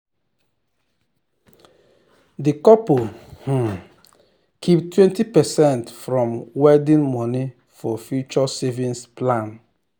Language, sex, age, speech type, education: Nigerian Pidgin, male, 30-45, spontaneous, tertiary